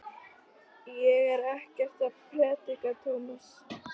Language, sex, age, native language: Icelandic, female, 13, Icelandic